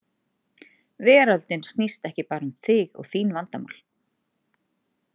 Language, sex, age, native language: Icelandic, female, 30-39, Icelandic